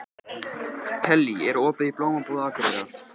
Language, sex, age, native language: Icelandic, male, 14, Icelandic